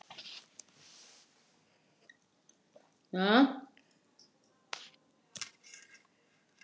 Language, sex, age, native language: Icelandic, male, 9, Polish